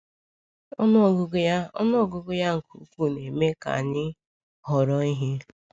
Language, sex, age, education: Igbo, female, 15-29, secondary